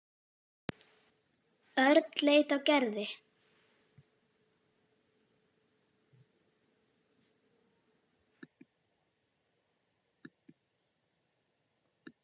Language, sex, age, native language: Icelandic, female, 10, Icelandic